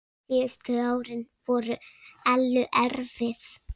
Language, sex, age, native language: Icelandic, female, 6, Icelandic